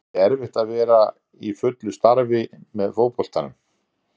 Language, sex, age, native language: Icelandic, male, 50-59, Icelandic